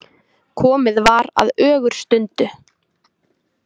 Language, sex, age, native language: Icelandic, female, 20-29, Icelandic